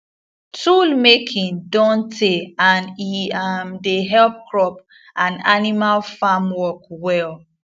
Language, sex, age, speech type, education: Nigerian Pidgin, female, 15-29, spontaneous, tertiary